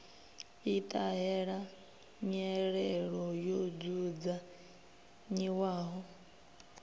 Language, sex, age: Venda, female, 23